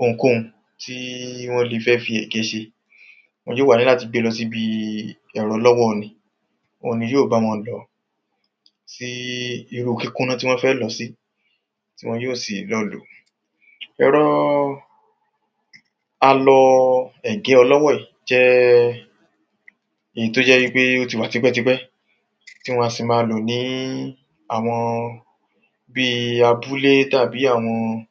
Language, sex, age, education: Yoruba, male, 30-45, tertiary